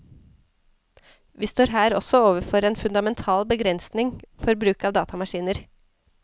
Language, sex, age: Norwegian, female, 34